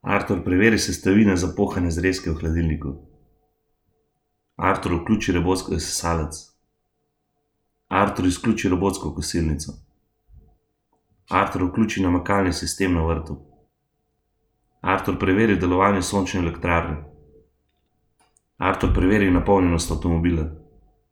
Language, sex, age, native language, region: Slovenian, male, 30-49, Slovenian, Gorenjska region